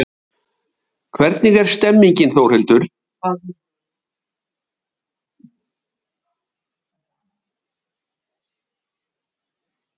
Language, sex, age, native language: Icelandic, male, 70-79, Icelandic